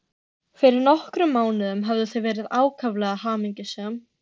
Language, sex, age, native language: Icelandic, female, 13, Icelandic